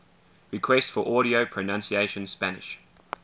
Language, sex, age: English, male, 20